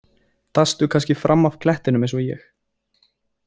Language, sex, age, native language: Icelandic, male, 20-29, Icelandic